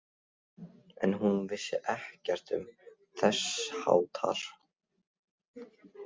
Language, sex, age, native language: Icelandic, male, 16, Icelandic